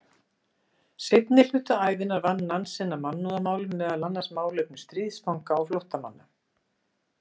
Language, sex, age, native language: Icelandic, female, 60-69, Icelandic